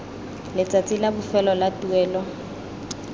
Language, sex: Tswana, female